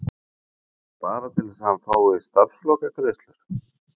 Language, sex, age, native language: Icelandic, male, 50-59, Icelandic